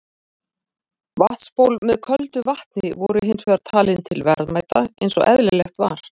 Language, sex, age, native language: Icelandic, female, 40-49, Icelandic